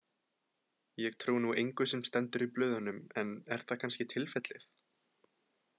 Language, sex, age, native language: Icelandic, male, 20-29, Icelandic